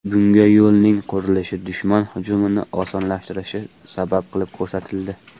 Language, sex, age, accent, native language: Uzbek, male, 18-24, Farg'ona, Uzbek